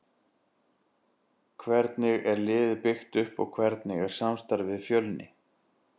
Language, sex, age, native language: Icelandic, male, 40-49, Icelandic